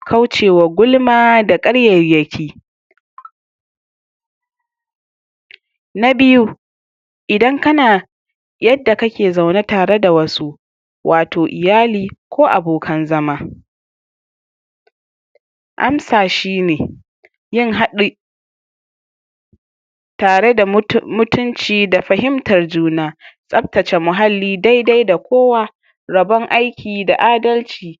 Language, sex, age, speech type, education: Hausa, male, 46-60, spontaneous, tertiary